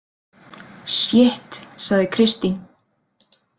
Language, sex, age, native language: Icelandic, female, 30-39, Icelandic